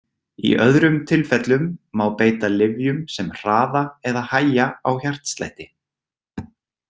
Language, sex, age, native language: Icelandic, male, 20-29, Icelandic